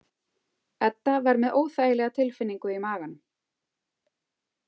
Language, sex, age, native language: Icelandic, female, 40-49, Icelandic